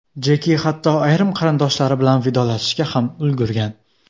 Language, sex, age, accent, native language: Uzbek, male, under 19, Xorazm, Uzbek